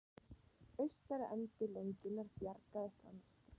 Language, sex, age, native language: Icelandic, female, 30-39, Icelandic